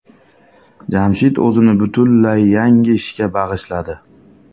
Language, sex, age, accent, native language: Uzbek, male, 25-34, Andijon, Uzbek